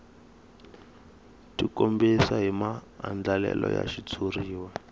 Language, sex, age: Tsonga, male, 21